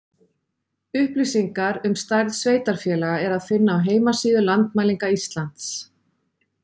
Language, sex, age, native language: Icelandic, female, 40-49, Icelandic